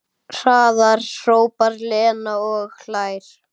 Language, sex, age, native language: Icelandic, male, 9, Icelandic